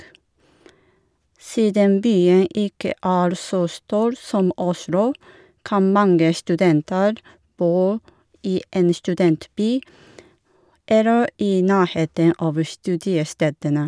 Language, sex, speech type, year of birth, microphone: Norwegian, female, spontaneous, 1978, Shure